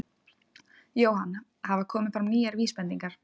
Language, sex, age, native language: Icelandic, female, 20-29, Icelandic